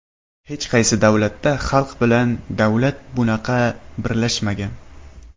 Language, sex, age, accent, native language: Uzbek, male, 19-29, Samarqand, Uzbek